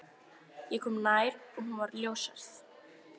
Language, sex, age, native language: Icelandic, female, 13, Icelandic